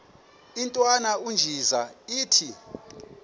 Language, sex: Xhosa, male